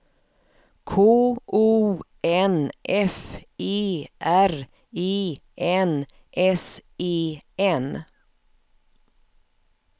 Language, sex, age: Swedish, female, 54